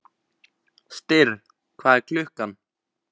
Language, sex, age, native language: Icelandic, male, 15, Icelandic